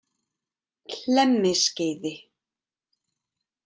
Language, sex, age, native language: Icelandic, female, 30-39, Icelandic